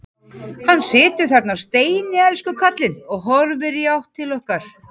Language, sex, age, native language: Icelandic, female, 40-49, Icelandic